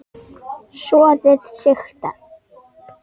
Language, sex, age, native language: Icelandic, female, 10, Icelandic